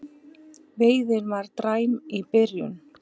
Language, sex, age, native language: Icelandic, female, 20-29, Icelandic